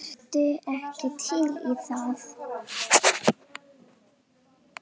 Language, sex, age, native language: Icelandic, female, 10, Icelandic